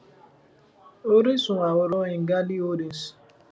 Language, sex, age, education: Yoruba, male, 15-29, tertiary